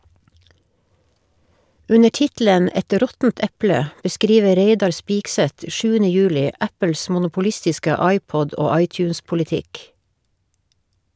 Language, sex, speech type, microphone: Norwegian, female, read, Shure